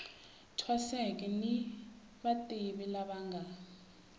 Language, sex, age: Tsonga, female, 18